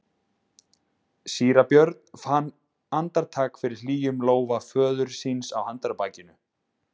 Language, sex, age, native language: Icelandic, male, 20-29, Icelandic